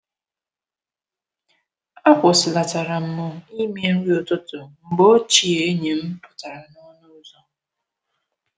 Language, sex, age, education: Igbo, female, 15-29, tertiary